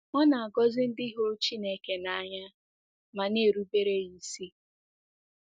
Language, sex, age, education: Igbo, female, 15-29, secondary